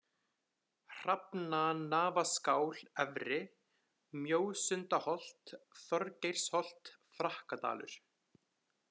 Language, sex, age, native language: Icelandic, male, 20-29, Icelandic